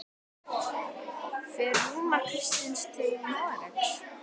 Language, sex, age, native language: Icelandic, female, 10, Icelandic